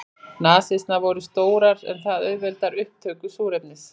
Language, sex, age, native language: Icelandic, female, 40-49, Icelandic